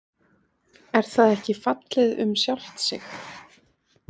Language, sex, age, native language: Icelandic, female, 20-29, Icelandic